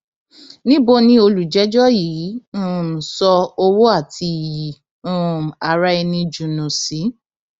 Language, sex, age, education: Yoruba, female, 15-29, tertiary